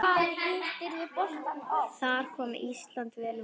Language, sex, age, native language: Icelandic, female, 9, Icelandic